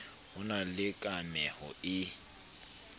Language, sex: Southern Sotho, male